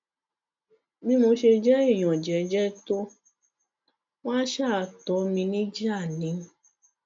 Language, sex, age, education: Yoruba, female, 15-29, tertiary